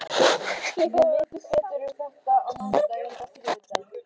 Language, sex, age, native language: Icelandic, female, 18-19, Icelandic